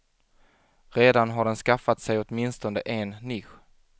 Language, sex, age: Swedish, male, 25